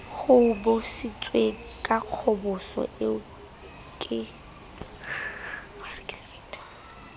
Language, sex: Southern Sotho, female